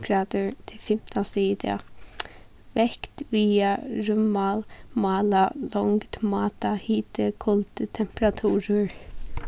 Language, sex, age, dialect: Faroese, female, 15-35, Suðuroy